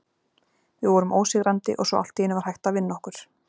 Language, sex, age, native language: Icelandic, female, 40-49, Icelandic